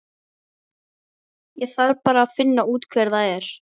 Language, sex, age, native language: Icelandic, female, 13, Icelandic